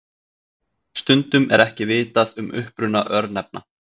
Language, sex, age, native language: Icelandic, male, 30-39, Icelandic